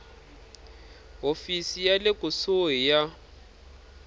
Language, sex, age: Tsonga, male, 26